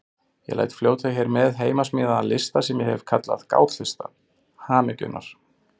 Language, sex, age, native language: Icelandic, male, 40-49, Icelandic